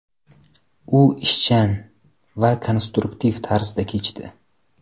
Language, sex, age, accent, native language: Uzbek, male, 25-34, Samarqand, Uzbek